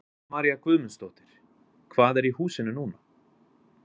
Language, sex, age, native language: Icelandic, male, 20-29, Icelandic